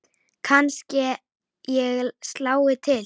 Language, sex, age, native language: Icelandic, female, 10, Icelandic